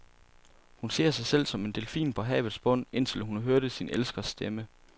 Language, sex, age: Danish, male, 27